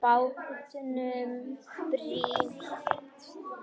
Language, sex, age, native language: Icelandic, male, 10, Icelandic